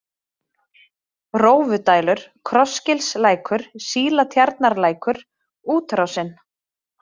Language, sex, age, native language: Icelandic, female, 30-39, Icelandic